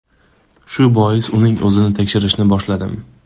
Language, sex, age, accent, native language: Uzbek, male, 25-34, Andijon, Uzbek